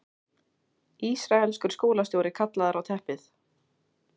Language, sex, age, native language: Icelandic, female, 16, Icelandic